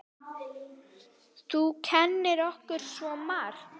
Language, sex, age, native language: Icelandic, female, 9, Icelandic